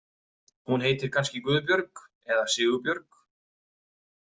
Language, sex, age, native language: Icelandic, male, 30-39, Icelandic